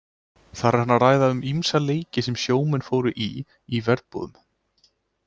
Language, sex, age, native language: Icelandic, male, 20-29, Icelandic